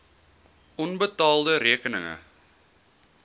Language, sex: Afrikaans, male